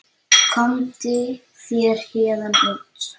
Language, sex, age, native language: Icelandic, female, 8, Icelandic